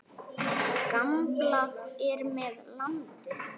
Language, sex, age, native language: Icelandic, female, 10, Icelandic